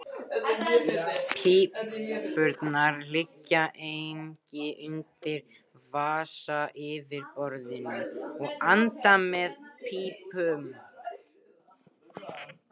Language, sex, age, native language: Icelandic, male, 18-19, Icelandic